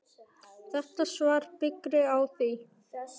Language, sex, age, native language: Icelandic, male, 9, Icelandic